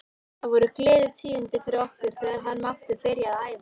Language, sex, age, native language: Icelandic, female, 18-19, Icelandic